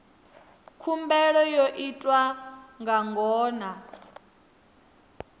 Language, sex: Venda, female